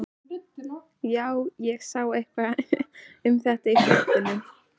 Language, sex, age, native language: Icelandic, female, 13, Icelandic